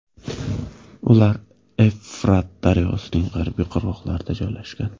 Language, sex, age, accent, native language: Uzbek, male, 18-24, Samarqand, Uzbek